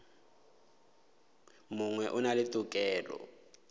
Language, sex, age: Northern Sotho, male, 18